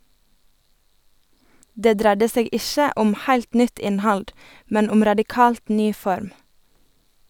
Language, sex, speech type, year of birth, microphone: Norwegian, female, read, 1989, Sennheiser